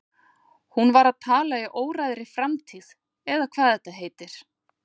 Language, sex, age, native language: Icelandic, female, 40-49, Icelandic